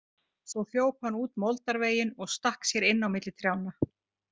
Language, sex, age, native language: Icelandic, female, 50-59, Icelandic